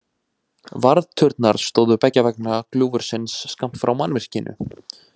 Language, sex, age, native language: Icelandic, male, 20-29, Icelandic